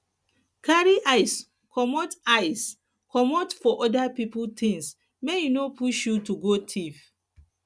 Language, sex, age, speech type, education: Nigerian Pidgin, female, 30-45, spontaneous, tertiary